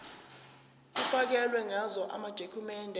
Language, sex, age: Zulu, male, 29